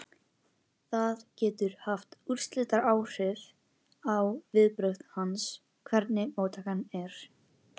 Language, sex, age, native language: Icelandic, female, 11, Icelandic